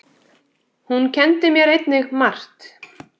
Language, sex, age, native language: Icelandic, female, 7, Icelandic